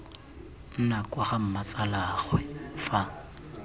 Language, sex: Tswana, male